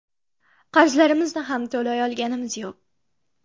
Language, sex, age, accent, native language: Uzbek, female, under 19, Xorazm, Uzbek